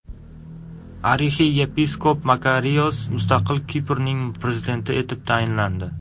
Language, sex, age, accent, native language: Uzbek, male, 18-24, Surxondaryo, Uzbek